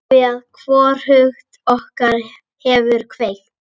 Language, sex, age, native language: Icelandic, female, 8, Icelandic